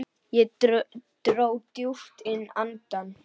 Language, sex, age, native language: Icelandic, male, 9, Icelandic